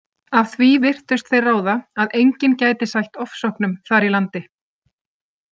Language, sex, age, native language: Icelandic, female, 30-39, Icelandic